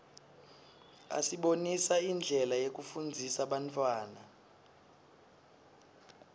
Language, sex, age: Swati, male, 19